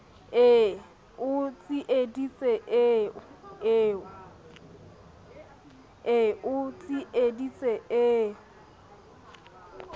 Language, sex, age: Southern Sotho, female, 27